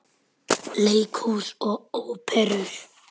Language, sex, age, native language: Icelandic, female, 10, Icelandic